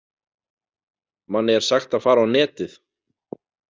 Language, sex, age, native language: Icelandic, male, 40-49, Icelandic